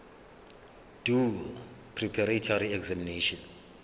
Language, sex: Zulu, male